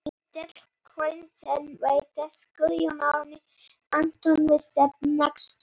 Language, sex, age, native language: Icelandic, female, 30-39, Icelandic